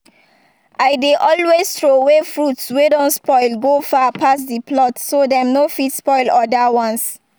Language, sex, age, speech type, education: Nigerian Pidgin, female, 15-29, spontaneous, secondary